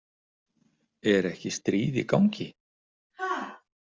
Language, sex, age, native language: Icelandic, male, 60-69, Icelandic